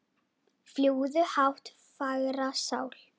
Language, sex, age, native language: Icelandic, female, 10, Icelandic